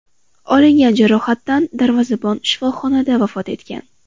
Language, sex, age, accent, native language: Uzbek, female, 18-24, Farg'ona, Uzbek